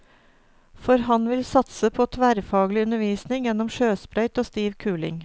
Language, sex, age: Norwegian, female, 49